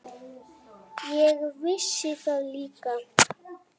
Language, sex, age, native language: Icelandic, male, 7, Icelandic